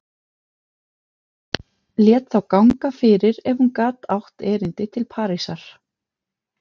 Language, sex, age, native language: Icelandic, female, 40-49, Icelandic